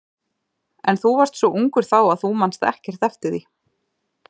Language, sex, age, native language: Icelandic, female, 30-39, Icelandic